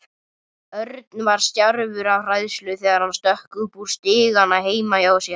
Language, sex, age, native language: Icelandic, male, 30-39, Icelandic